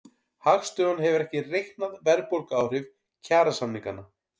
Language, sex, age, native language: Icelandic, male, 40-49, Icelandic